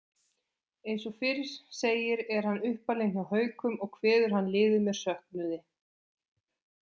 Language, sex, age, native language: Icelandic, female, 20-29, Icelandic